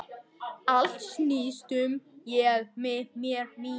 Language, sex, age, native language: Icelandic, male, 11, Icelandic